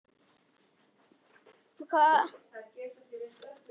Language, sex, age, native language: Icelandic, female, 6, Icelandic